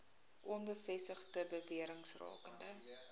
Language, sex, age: Afrikaans, female, 21